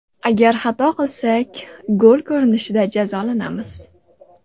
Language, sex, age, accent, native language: Uzbek, female, 18-24, Andijon, Uzbek